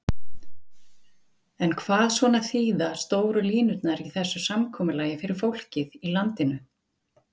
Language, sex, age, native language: Icelandic, female, 40-49, Icelandic